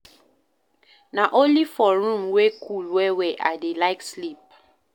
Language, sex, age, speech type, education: Nigerian Pidgin, female, 15-29, read, primary